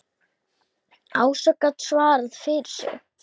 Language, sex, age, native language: Icelandic, female, 7, Icelandic